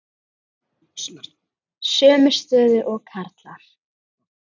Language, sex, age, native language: Icelandic, female, 9, Icelandic